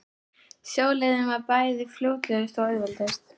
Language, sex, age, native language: Icelandic, female, 13, Icelandic